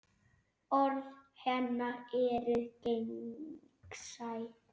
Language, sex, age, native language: Icelandic, female, 9, Icelandic